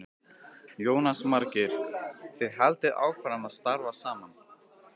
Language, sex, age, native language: Icelandic, male, 15, Icelandic